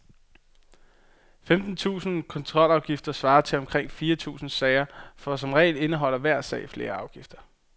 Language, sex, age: Danish, male, 22